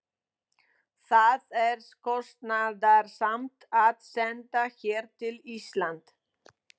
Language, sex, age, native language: Icelandic, female, 20-29, Polish